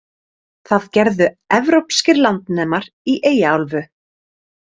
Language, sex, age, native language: Icelandic, female, 30-39, Icelandic